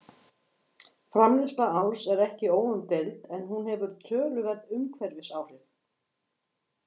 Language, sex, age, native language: Icelandic, female, 50-59, Icelandic